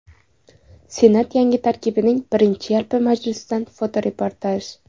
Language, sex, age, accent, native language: Uzbek, female, 18-24, Samarqand, Uzbek